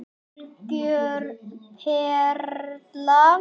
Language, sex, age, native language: Icelandic, male, 10, Icelandic